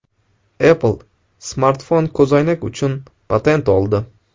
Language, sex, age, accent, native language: Uzbek, male, 18-24, Namangan, Uzbek